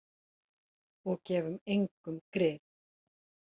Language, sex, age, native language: Icelandic, female, 40-49, Icelandic